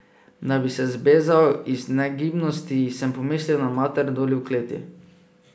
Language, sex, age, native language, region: Slovenian, male, 18-29, Slovenian, Drava region